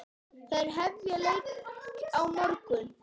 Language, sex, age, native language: Icelandic, female, 9, Icelandic